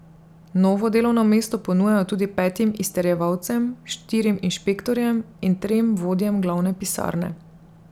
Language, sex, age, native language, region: Slovenian, female, 30-49, Slovenian, Drava region